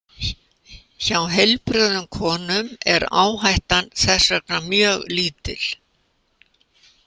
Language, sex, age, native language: Icelandic, female, 80-89, Icelandic